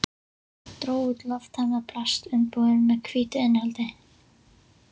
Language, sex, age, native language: Icelandic, female, 11, Icelandic